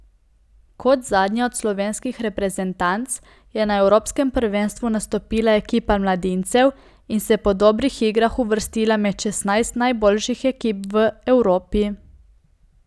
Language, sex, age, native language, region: Slovenian, female, 18-29, Slovenian, Coastal Karst region